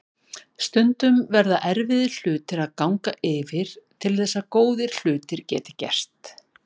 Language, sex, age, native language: Icelandic, female, 50-59, Icelandic